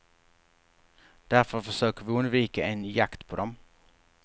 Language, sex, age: Swedish, male, 48